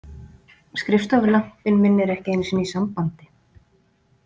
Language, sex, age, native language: Icelandic, female, 40-49, Icelandic